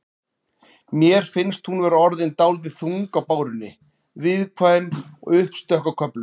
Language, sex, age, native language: Icelandic, male, 40-49, Icelandic